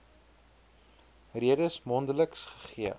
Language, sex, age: Afrikaans, male, 23